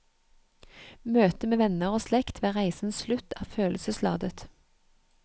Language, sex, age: Norwegian, female, 31